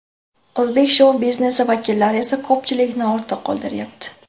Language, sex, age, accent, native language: Uzbek, female, 18-24, Jizzax, Uzbek